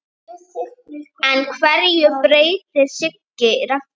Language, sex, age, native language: Icelandic, female, 9, Icelandic